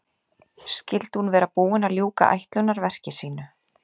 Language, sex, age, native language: Icelandic, female, 30-39, Icelandic